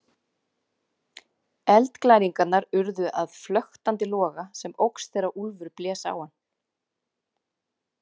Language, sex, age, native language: Icelandic, female, 30-39, Icelandic